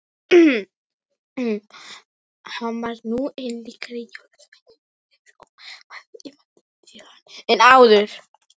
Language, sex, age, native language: Icelandic, female, 18-19, Icelandic